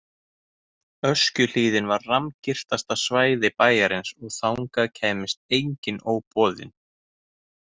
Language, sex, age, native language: Icelandic, male, 30-39, Icelandic